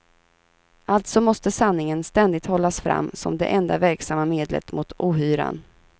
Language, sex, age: Swedish, female, 32